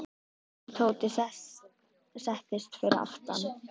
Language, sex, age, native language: Icelandic, female, 10, Icelandic